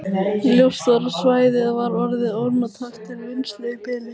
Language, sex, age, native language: Icelandic, female, 18-19, Icelandic